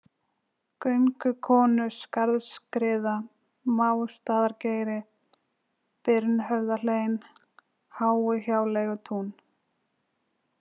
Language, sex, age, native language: Icelandic, female, 20-29, Icelandic